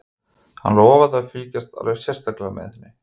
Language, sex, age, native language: Icelandic, male, 50-59, Icelandic